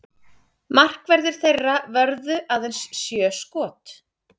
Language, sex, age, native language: Icelandic, female, 30-39, Icelandic